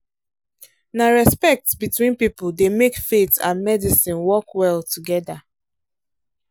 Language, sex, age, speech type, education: Nigerian Pidgin, female, 15-29, spontaneous, tertiary